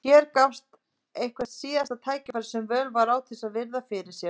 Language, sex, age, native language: Icelandic, female, 30-39, Icelandic